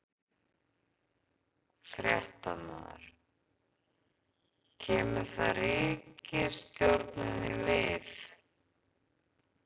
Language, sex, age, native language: Icelandic, female, 30-39, Icelandic